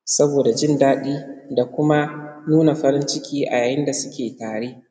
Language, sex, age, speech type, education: Hausa, male, 15-29, spontaneous, primary